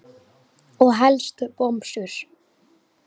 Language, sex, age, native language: Icelandic, male, 9, Icelandic